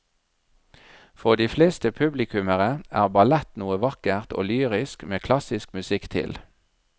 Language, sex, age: Norwegian, male, 37